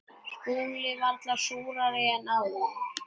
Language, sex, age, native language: Icelandic, male, 8, Icelandic